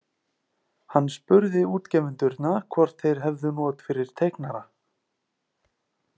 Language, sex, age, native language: Icelandic, male, 30-39, Icelandic